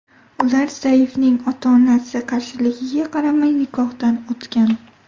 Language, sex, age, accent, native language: Uzbek, female, 18-24, Toshkent viloyati, Uzbek